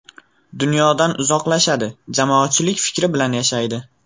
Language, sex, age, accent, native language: Uzbek, male, 18-24, Farg'ona, Uzbek